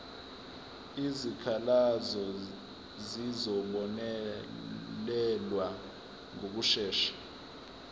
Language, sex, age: Zulu, male, 20